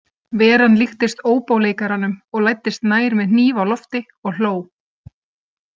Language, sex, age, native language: Icelandic, female, 30-39, Icelandic